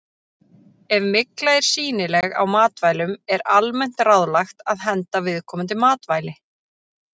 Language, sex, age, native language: Icelandic, female, 30-39, Icelandic